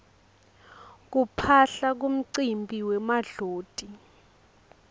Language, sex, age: Swati, female, 22